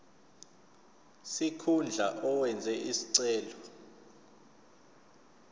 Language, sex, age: Zulu, male, 29